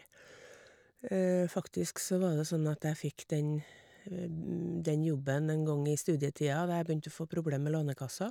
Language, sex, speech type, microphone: Norwegian, female, spontaneous, Shure